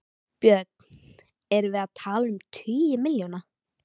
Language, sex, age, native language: Icelandic, female, 13, Icelandic